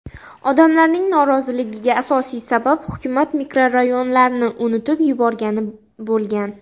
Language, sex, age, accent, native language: Uzbek, female, under 19, Xorazm, Uzbek